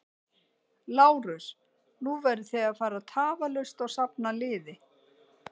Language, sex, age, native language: Icelandic, female, 60-69, Icelandic